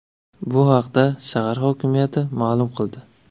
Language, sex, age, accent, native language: Uzbek, male, 25-34, Navoiy, Uzbek